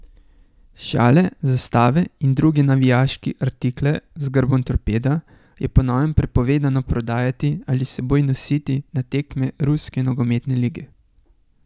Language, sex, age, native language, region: Slovenian, male, 18-29, Slovenian, Gorenjska region